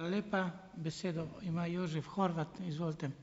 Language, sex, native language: Slovenian, male, Slovenian